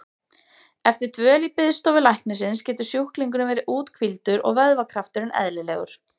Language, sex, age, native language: Icelandic, female, 30-39, Icelandic